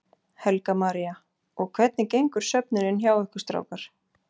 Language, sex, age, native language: Icelandic, female, 40-49, Icelandic